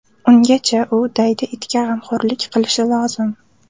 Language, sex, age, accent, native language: Uzbek, female, under 19, Toshkent viloyati, Uzbek